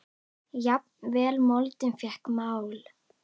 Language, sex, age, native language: Icelandic, female, 9, Icelandic